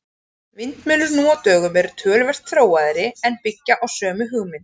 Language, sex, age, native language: Icelandic, female, 30-39, Icelandic